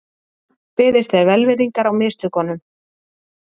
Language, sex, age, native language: Icelandic, female, 30-39, Icelandic